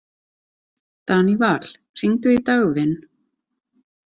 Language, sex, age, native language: Icelandic, female, 30-39, Icelandic